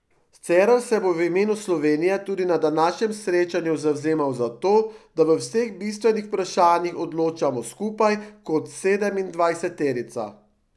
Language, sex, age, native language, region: Slovenian, male, 50-59, Slovenian, Drava region